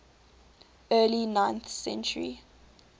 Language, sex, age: English, female, 19